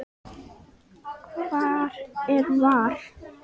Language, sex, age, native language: Icelandic, female, 10, Icelandic